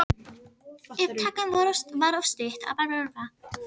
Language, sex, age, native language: Icelandic, female, 18-19, Icelandic